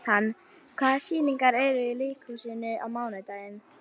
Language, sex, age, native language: Icelandic, female, 11, Icelandic